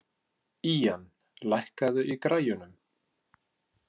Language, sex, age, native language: Icelandic, male, 50-59, Icelandic